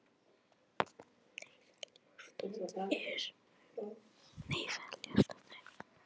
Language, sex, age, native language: Icelandic, female, 18-19, Icelandic